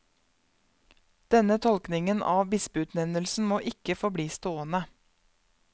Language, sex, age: Norwegian, female, 31